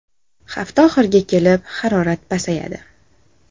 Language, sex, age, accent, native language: Uzbek, female, 18-24, Samarqand, Uzbek